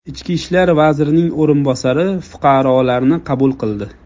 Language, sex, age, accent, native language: Uzbek, male, 25-34, Jizzax, Uzbek